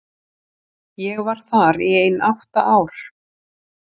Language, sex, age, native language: Icelandic, female, 40-49, Icelandic